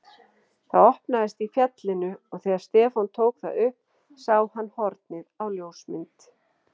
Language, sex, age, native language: Icelandic, female, 40-49, Icelandic